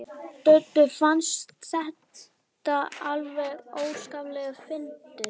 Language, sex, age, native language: Icelandic, male, 12, Icelandic